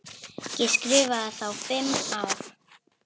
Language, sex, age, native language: Icelandic, male, 6, Icelandic